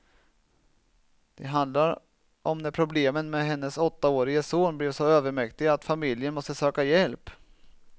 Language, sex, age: Swedish, male, 27